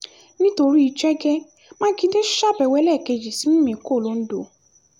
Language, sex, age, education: Yoruba, female, 15-29, tertiary